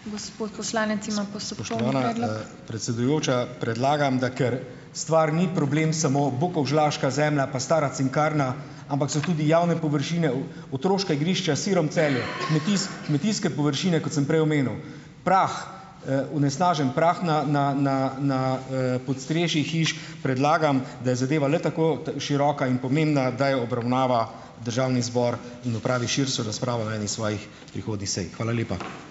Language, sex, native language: Slovenian, male, Slovenian